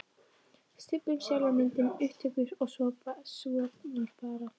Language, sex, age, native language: Icelandic, female, 13, Icelandic